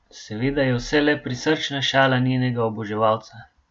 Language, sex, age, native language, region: Slovenian, male, 18-29, Slovenian, Gorenjska region